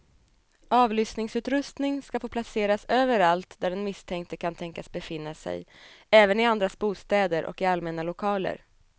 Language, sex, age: Swedish, female, 27